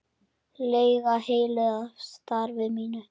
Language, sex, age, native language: Icelandic, male, 10, Icelandic